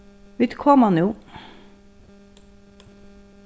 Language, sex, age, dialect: Faroese, female, 36-60, Suðurstreymoy